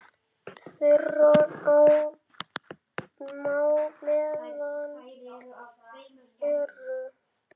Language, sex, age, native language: Icelandic, male, 9, Icelandic